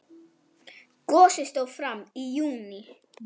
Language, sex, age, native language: Icelandic, female, 10, Icelandic